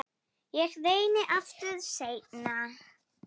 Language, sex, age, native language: Icelandic, female, 7, Icelandic